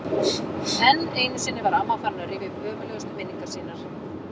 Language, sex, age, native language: Icelandic, female, 40-49, Icelandic